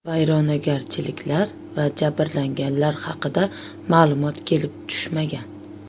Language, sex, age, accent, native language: Uzbek, female, 25-34, Toshkent viloyati, Uzbek